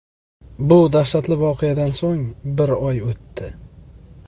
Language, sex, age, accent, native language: Uzbek, male, 25-34, Jizzax, Uzbek